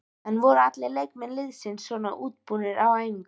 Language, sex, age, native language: Icelandic, female, 13, Icelandic